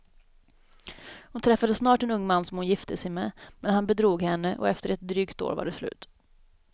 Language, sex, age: Swedish, female, 27